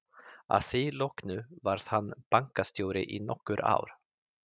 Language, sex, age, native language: Icelandic, male, 30-39, Icelandic